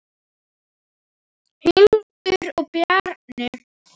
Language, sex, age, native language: Icelandic, female, 7, Icelandic